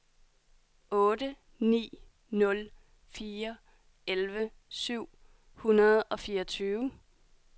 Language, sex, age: Danish, female, 30